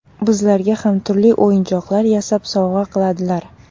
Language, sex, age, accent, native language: Uzbek, female, 18-24, Surxondaryo, Uzbek